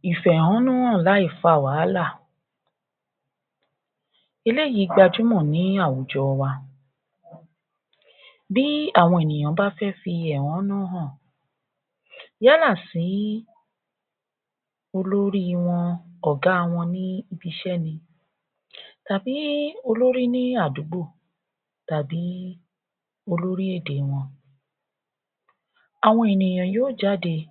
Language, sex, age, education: Yoruba, female, 60+, tertiary